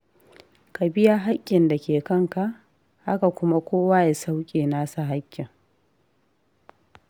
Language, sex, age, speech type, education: Hausa, female, 15-29, read, tertiary